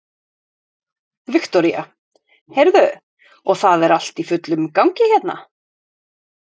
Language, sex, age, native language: Icelandic, female, 30-39, Icelandic